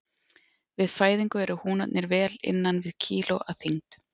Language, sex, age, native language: Icelandic, female, 40-49, Icelandic